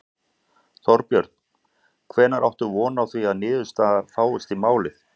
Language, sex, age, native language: Icelandic, male, 40-49, Icelandic